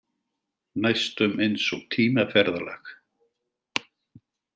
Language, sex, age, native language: Icelandic, male, 70-79, Icelandic